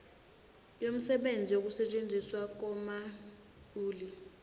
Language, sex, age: Zulu, female, 21